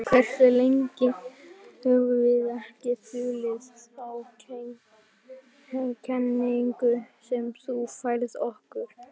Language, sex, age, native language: Icelandic, other, 60-69, Icelandic